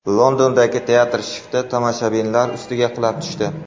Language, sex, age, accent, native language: Uzbek, male, 25-34, Surxondaryo, Uzbek